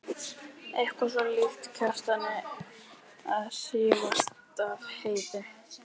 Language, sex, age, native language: Icelandic, female, 11, Icelandic